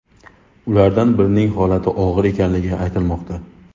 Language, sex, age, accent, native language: Uzbek, male, 25-34, Xorazm, Uzbek